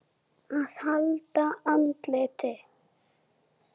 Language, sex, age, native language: Icelandic, female, 7, Icelandic